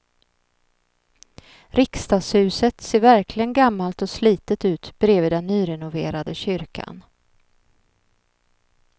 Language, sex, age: Swedish, female, 39